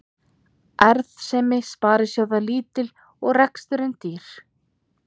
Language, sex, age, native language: Icelandic, female, 30-39, Icelandic